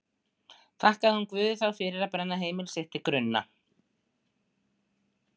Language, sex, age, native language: Icelandic, female, 60-69, Icelandic